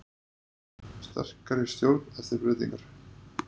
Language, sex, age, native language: Icelandic, male, 30-39, Icelandic